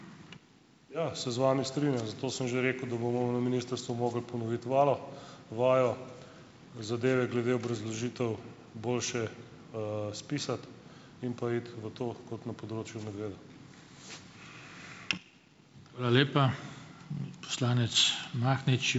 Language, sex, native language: Slovenian, male, Slovenian